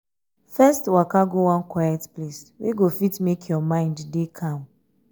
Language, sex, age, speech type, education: Nigerian Pidgin, female, 15-29, spontaneous, tertiary